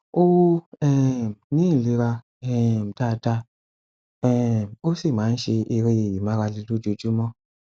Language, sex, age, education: Yoruba, male, 15-29, tertiary